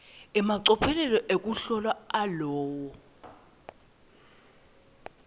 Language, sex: Swati, female